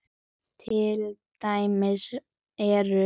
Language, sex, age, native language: Icelandic, male, 10, Icelandic